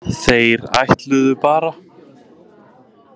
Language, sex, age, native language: Icelandic, male, 20-29, Icelandic